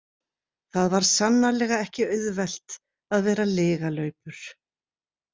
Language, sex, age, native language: Icelandic, female, 60-69, Icelandic